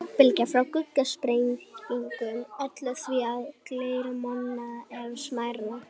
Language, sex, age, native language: Icelandic, female, 60-69, Icelandic